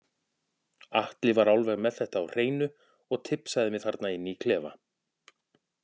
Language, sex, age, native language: Icelandic, male, 40-49, Icelandic